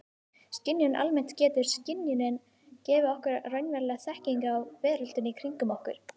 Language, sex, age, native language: Icelandic, female, 18-19, Icelandic